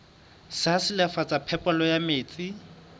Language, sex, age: Southern Sotho, male, 22